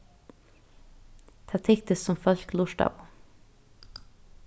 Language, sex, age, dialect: Faroese, female, 15-35, Norðurstreymoy/Eysturoy